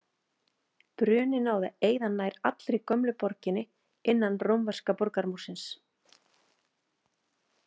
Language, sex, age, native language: Icelandic, female, 40-49, Icelandic